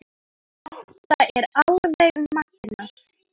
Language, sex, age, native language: Icelandic, female, 10, Icelandic